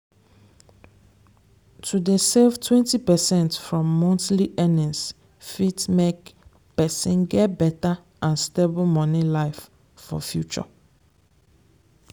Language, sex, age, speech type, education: Nigerian Pidgin, female, 15-29, spontaneous, secondary